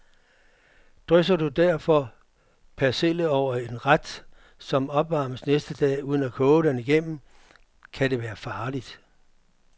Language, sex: Danish, male